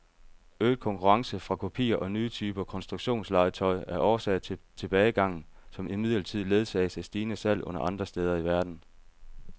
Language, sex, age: Danish, male, 30